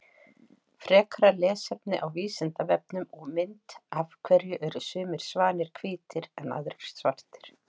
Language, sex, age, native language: Icelandic, female, 40-49, Icelandic